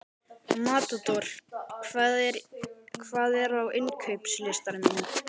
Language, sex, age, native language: Icelandic, male, 12, Icelandic